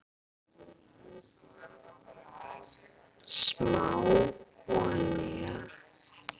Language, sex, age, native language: Icelandic, female, 40-49, Icelandic